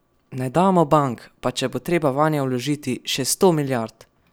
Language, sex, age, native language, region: Slovenian, male, 12-17, Slovenian, Savinja region